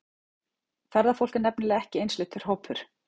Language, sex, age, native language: Icelandic, female, 40-49, Icelandic